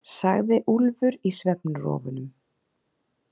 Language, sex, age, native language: Icelandic, female, 40-49, Icelandic